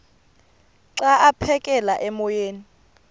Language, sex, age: Xhosa, female, 28